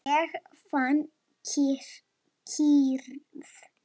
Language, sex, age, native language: Icelandic, female, 7, Lithuanian